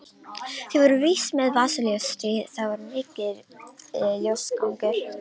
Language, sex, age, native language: Icelandic, female, 18-19, Romanian